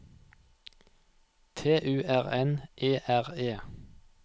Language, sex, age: Norwegian, male, 28